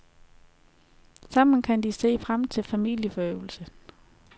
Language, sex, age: Danish, female, 33